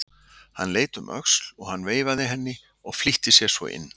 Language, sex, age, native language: Icelandic, male, 60-69, Icelandic